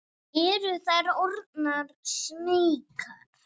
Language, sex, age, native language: Icelandic, male, 6, Icelandic